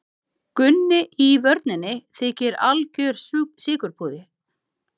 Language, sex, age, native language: Icelandic, other, 50-59, Icelandic